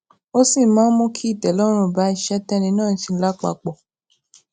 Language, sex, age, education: Yoruba, female, 15-29, tertiary